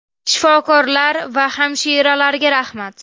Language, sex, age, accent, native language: Uzbek, female, 19-29, Namangan, Uzbek